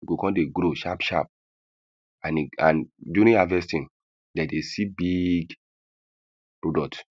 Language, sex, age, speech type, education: Nigerian Pidgin, male, 30-45, spontaneous, primary